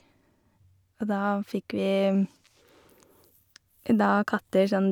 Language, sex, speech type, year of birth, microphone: Norwegian, female, spontaneous, 1988, Shure